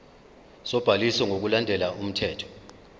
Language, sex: Zulu, male